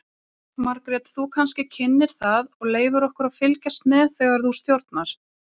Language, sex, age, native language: Icelandic, female, 30-39, Icelandic